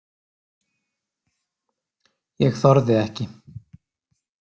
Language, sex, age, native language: Icelandic, male, 30-39, Icelandic